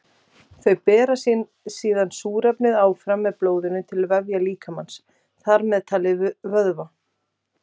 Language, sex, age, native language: Icelandic, female, 30-39, Icelandic